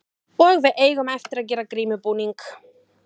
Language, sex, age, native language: Icelandic, female, 30-39, Icelandic